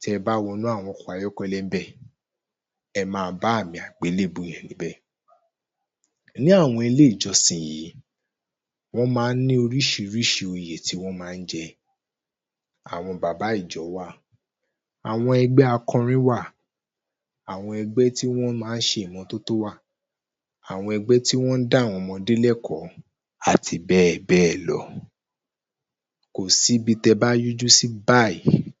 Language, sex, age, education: Yoruba, male, 15-29, tertiary